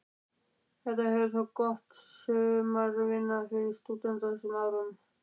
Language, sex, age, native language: Icelandic, male, 12, Icelandic